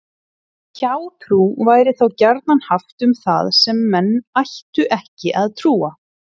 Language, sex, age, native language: Icelandic, female, 30-39, Icelandic